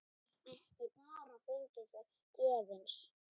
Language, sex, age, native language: Icelandic, female, 7, Icelandic